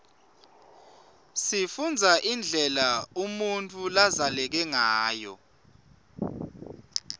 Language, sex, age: Swati, male, 25